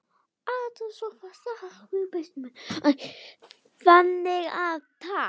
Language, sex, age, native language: Icelandic, male, 9, Icelandic